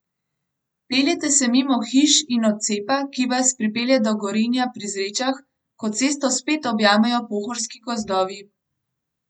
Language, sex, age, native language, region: Slovenian, female, 18-29, Slovenian, Gorenjska region